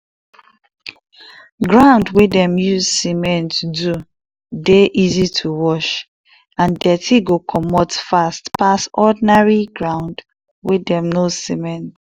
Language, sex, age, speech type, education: Nigerian Pidgin, female, 15-29, spontaneous, tertiary